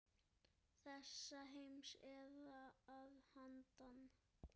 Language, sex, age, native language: Icelandic, male, 7, Icelandic